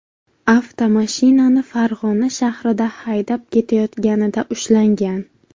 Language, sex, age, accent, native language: Uzbek, female, 18-24, Buxoro, Uzbek